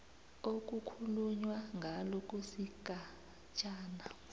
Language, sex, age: South Ndebele, female, 29